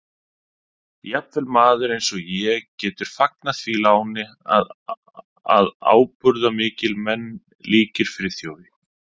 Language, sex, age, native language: Icelandic, male, 30-39, Icelandic